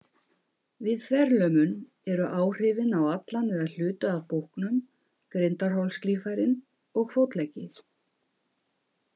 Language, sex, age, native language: Icelandic, female, 50-59, Icelandic